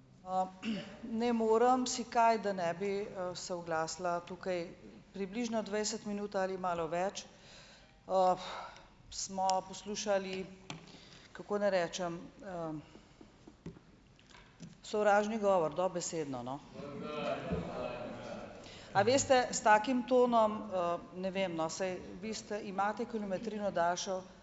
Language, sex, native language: Slovenian, female, Slovenian